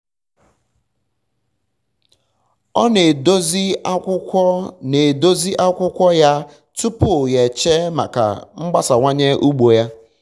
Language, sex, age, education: Igbo, male, 15-29, tertiary